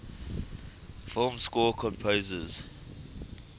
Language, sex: English, male